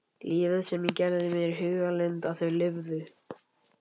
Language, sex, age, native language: Icelandic, male, 11, Icelandic